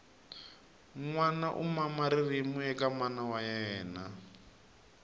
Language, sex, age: Tsonga, male, 19